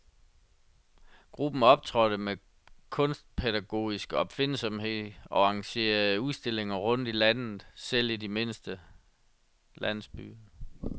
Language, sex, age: Danish, male, 37